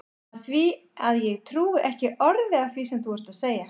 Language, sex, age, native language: Icelandic, female, 40-49, Icelandic